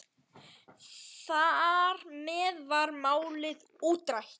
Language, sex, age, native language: Icelandic, male, 10, Icelandic